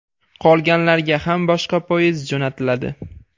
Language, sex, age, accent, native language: Uzbek, male, 18-24, Andijon, Uzbek